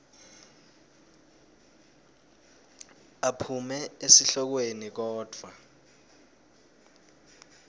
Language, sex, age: Swati, male, 20